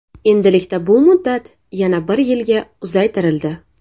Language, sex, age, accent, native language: Uzbek, female, 18-24, Navoiy, Uzbek